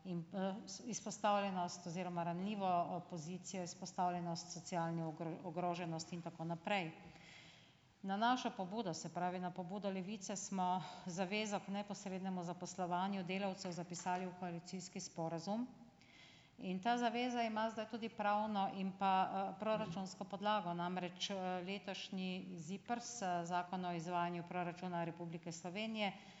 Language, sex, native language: Slovenian, female, Slovenian